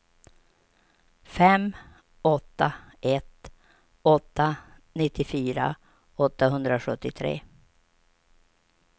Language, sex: Swedish, female